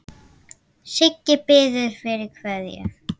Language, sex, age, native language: Icelandic, female, 9, Icelandic